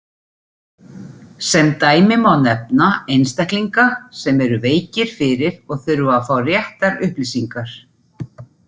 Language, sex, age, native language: Icelandic, female, 40-49, Icelandic